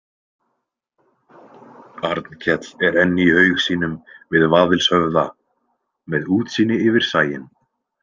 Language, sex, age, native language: Icelandic, male, 20-29, Icelandic